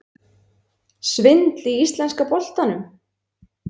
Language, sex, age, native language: Icelandic, female, 20-29, Icelandic